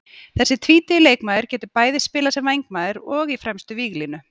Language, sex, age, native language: Icelandic, female, 40-49, Icelandic